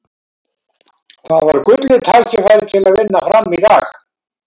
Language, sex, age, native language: Icelandic, male, 70-79, Icelandic